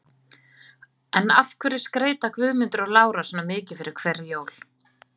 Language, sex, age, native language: Icelandic, female, 30-39, Icelandic